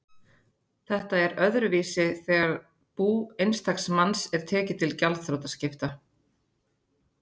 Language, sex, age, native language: Icelandic, female, 30-39, Icelandic